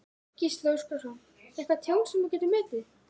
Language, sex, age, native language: Icelandic, male, 14, Icelandic